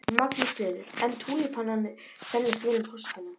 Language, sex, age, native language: Icelandic, female, 12, Icelandic